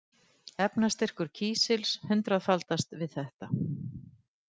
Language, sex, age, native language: Icelandic, female, 50-59, Icelandic